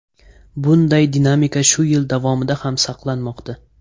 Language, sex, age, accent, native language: Uzbek, male, 18-24, Toshkent viloyati, Uzbek